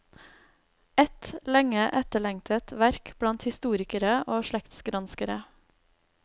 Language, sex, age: Norwegian, female, 32